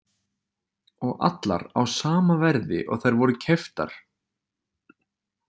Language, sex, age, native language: Icelandic, male, 20-29, Icelandic